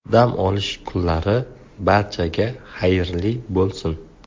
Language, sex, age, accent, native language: Uzbek, male, 25-34, Buxoro, Uzbek